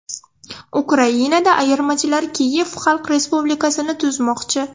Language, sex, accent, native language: Uzbek, female, Surxondaryo, Russian